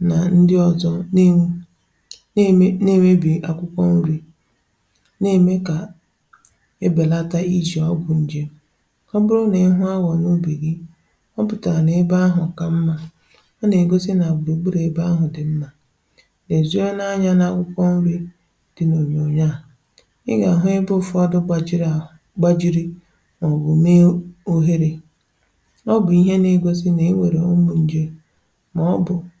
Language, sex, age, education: Igbo, female, 15-29, tertiary